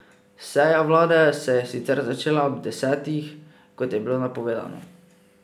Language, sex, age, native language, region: Slovenian, male, 18-29, Slovenian, Drava region